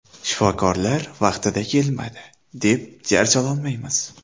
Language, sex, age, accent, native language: Uzbek, male, 19-29, Samarqand, Uzbek